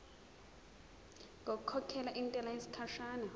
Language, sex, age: Zulu, female, 23